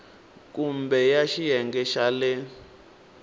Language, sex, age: Tsonga, male, 19